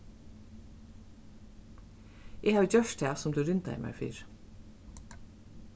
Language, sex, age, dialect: Faroese, female, 36-60, Suðurstreymoy